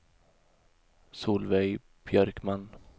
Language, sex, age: Swedish, male, 31